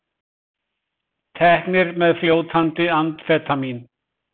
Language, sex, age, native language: Icelandic, male, 20-29, Icelandic